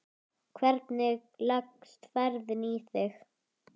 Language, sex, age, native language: Icelandic, female, 10, Icelandic